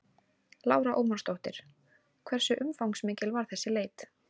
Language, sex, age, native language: Icelandic, female, 18-19, Icelandic